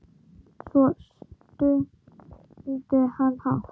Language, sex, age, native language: Icelandic, female, 9, Icelandic